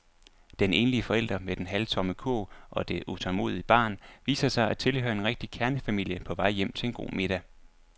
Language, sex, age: Danish, male, 24